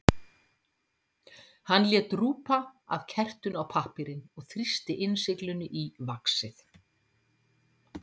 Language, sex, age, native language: Icelandic, female, 50-59, Icelandic